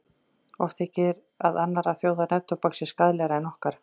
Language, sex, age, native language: Icelandic, female, 40-49, Icelandic